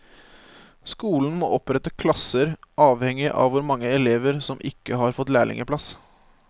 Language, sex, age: Norwegian, male, 25